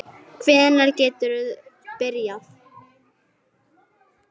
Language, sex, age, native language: Icelandic, female, 10, Icelandic